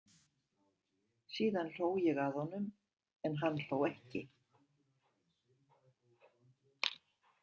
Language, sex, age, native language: Icelandic, female, 70-79, Icelandic